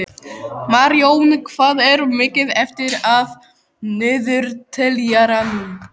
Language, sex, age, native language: Icelandic, male, 12, Icelandic